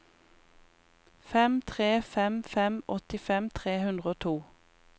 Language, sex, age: Norwegian, female, 28